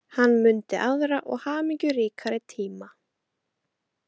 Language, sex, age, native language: Icelandic, female, 18-19, Icelandic